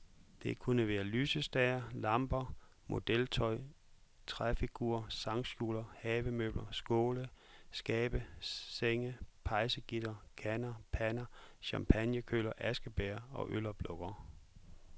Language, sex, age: Danish, male, 44